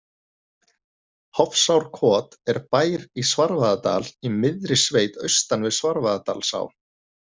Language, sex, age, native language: Icelandic, male, 30-39, Icelandic